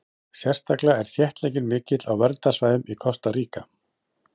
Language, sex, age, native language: Icelandic, male, 40-49, Icelandic